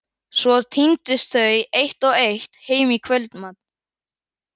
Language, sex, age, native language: Icelandic, male, 11, Icelandic